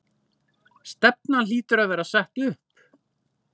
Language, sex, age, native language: Icelandic, male, 40-49, Icelandic